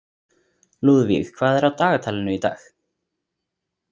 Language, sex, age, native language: Icelandic, male, 20-29, Icelandic